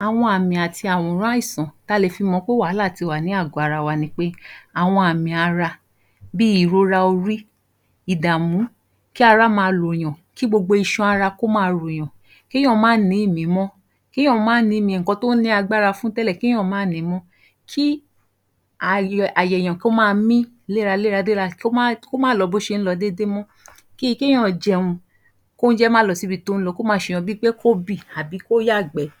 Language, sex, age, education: Yoruba, female, 15-29, tertiary